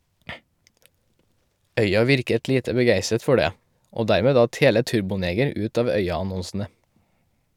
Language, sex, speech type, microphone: Norwegian, male, read, Shure